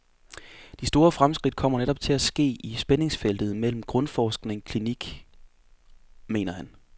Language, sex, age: Danish, male, 24